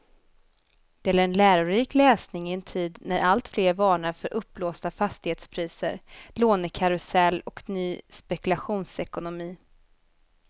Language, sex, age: Swedish, female, 24